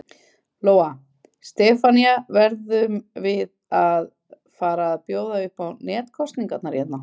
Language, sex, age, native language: Icelandic, female, 50-59, Icelandic